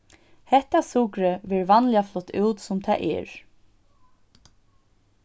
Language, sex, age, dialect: Faroese, female, 15-35, Suðurstreymoy